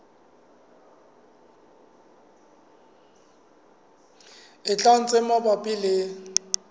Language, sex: Southern Sotho, male